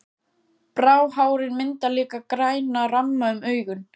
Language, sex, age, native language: Icelandic, female, 14, Icelandic